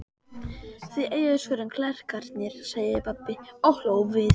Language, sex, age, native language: Icelandic, male, 12, Icelandic